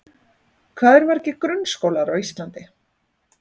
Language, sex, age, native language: Icelandic, female, 40-49, Icelandic